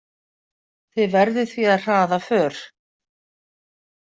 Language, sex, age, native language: Icelandic, female, 50-59, Icelandic